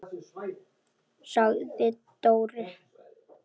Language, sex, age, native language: Icelandic, female, 8, Icelandic